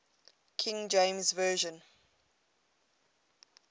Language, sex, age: English, female, 22